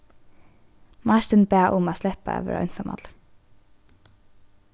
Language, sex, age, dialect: Faroese, female, 15-35, Norðurstreymoy/Eysturoy